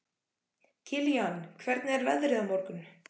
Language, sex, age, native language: Icelandic, male, 14, Icelandic